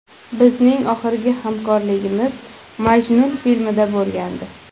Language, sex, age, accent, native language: Uzbek, female, 18-24, Surxondaryo, Uzbek